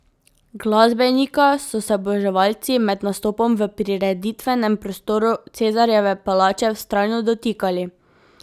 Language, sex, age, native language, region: Slovenian, female, 18-29, Slovenian, Drava region